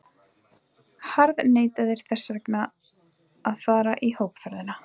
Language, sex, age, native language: Icelandic, female, 20-29, Icelandic